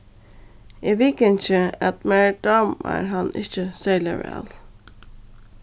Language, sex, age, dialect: Faroese, female, 15-35, Suðurstreymoy